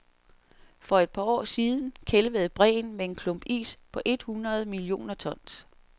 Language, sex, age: Danish, female, 47